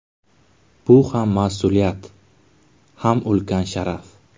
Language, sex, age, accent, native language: Uzbek, male, 18-24, Buxoro, Uzbek